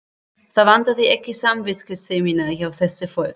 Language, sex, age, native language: Icelandic, female, 30-39, German